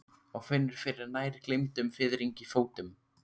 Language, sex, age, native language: Icelandic, male, 15, Icelandic